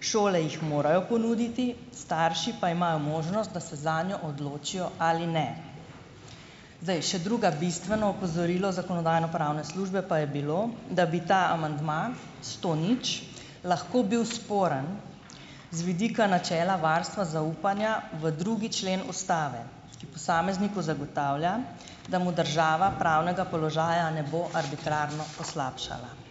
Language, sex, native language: Slovenian, female, Slovenian